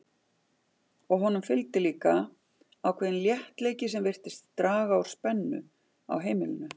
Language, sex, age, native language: Icelandic, female, 50-59, Icelandic